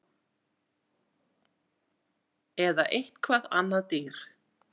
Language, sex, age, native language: Icelandic, female, 40-49, Icelandic